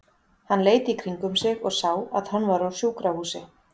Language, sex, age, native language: Icelandic, female, 40-49, Icelandic